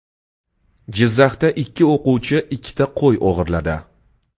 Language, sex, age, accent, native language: Uzbek, male, 25-34, Toshkent shahri, Uzbek